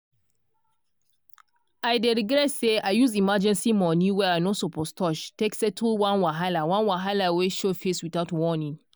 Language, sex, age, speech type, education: Nigerian Pidgin, female, 15-29, spontaneous, tertiary